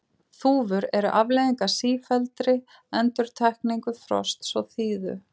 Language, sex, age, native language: Icelandic, female, 40-49, Icelandic